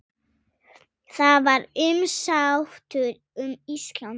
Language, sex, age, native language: Icelandic, female, 8, Icelandic